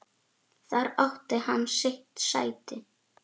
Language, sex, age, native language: Icelandic, female, 8, Icelandic